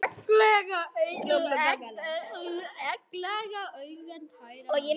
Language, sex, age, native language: Icelandic, male, 9, Icelandic